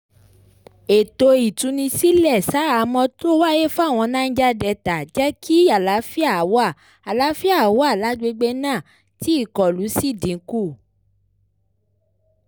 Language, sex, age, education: Yoruba, female, 15-29, tertiary